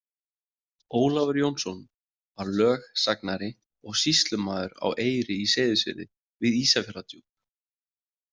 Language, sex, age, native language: Icelandic, male, 30-39, Icelandic